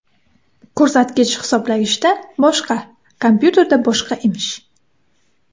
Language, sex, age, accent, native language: Uzbek, female, 18-24, Samarqand, Uzbek